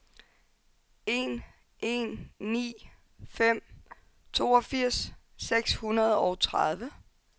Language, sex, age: Danish, female, 22